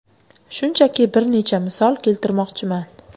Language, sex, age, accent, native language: Uzbek, female, 25-34, Qashqadaryo, Uzbek